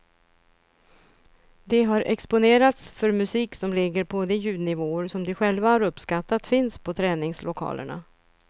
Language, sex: Swedish, female